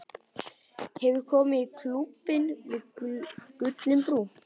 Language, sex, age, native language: Icelandic, male, 12, Icelandic